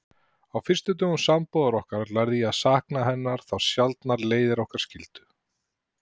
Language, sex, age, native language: Icelandic, male, 40-49, Icelandic